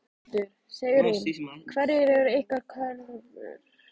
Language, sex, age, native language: Icelandic, female, 13, Icelandic